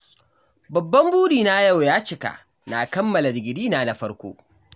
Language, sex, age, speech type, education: Hausa, male, 15-29, read, tertiary